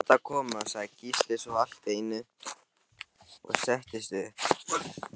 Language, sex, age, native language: Icelandic, male, 18-19, Icelandic